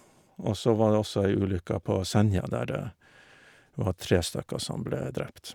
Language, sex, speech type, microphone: Norwegian, male, spontaneous, Shure